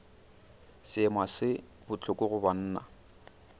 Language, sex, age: Northern Sotho, male, 29